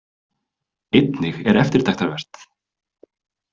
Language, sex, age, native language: Icelandic, male, 20-29, Icelandic